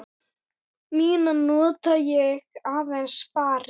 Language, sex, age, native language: Icelandic, female, 8, Icelandic